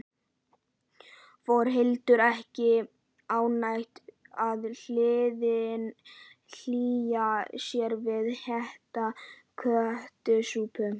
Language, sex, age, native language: Icelandic, male, 11, Icelandic